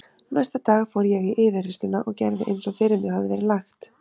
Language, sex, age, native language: Icelandic, female, 30-39, Icelandic